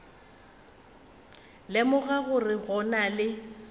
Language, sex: Northern Sotho, female